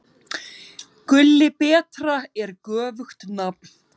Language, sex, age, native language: Icelandic, female, 30-39, Icelandic